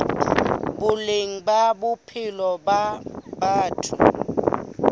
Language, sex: Southern Sotho, female